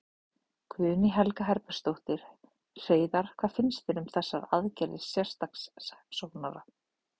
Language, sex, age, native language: Icelandic, female, 30-39, Icelandic